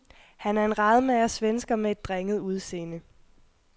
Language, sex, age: Danish, female, 21